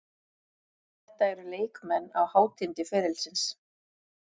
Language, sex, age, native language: Icelandic, female, 40-49, Icelandic